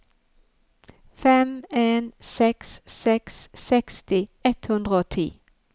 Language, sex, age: Norwegian, female, 51